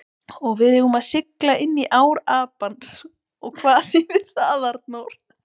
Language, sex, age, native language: Icelandic, female, 20-29, Icelandic